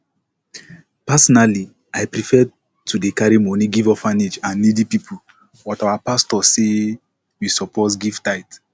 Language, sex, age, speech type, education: Nigerian Pidgin, male, 15-29, spontaneous, tertiary